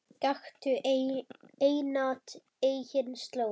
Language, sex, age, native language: Icelandic, female, 10, Icelandic